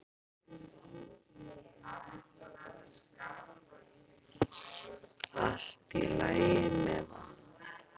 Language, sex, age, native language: Icelandic, female, 40-49, Icelandic